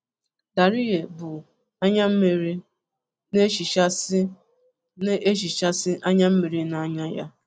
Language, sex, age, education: Igbo, female, 30-45, tertiary